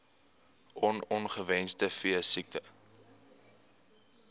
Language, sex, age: Afrikaans, male, 18